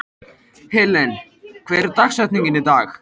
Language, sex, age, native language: Icelandic, male, 13, Icelandic